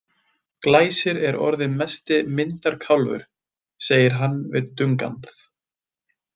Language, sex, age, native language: Icelandic, male, 20-29, Icelandic